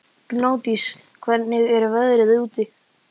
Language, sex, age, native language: Icelandic, male, 11, Icelandic